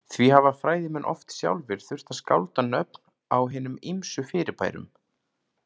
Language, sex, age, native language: Icelandic, male, 30-39, Icelandic